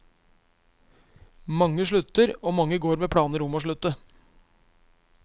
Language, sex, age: Norwegian, male, 23